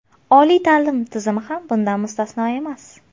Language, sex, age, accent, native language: Uzbek, female, 25-34, Farg'ona, Uzbek